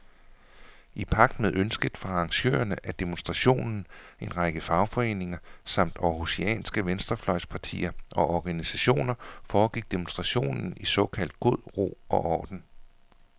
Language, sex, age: Danish, male, 41